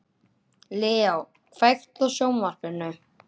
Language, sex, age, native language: Icelandic, male, 11, Icelandic